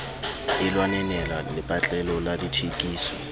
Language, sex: Southern Sotho, male